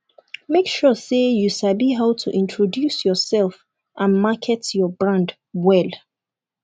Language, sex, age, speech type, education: Nigerian Pidgin, female, 15-29, spontaneous, tertiary